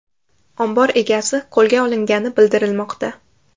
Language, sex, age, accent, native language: Uzbek, female, under 19, Toshkent shahri, Uzbek